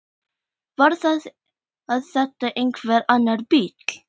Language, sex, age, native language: Icelandic, female, 10, Icelandic